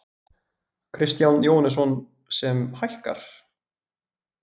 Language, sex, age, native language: Icelandic, male, 20-29, Icelandic